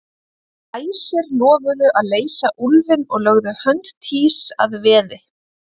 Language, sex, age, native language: Icelandic, female, 30-39, Icelandic